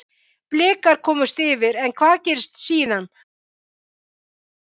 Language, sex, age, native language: Icelandic, female, 50-59, Icelandic